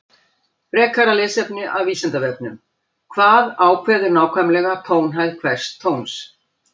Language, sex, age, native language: Icelandic, female, 60-69, Icelandic